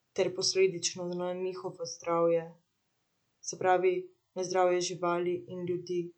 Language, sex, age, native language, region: Slovenian, female, 18-29, Slovenian, Central Slovenia